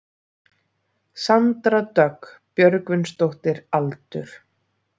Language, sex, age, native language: Icelandic, female, 30-39, Icelandic